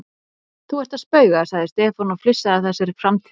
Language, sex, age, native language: Icelandic, female, 40-49, Icelandic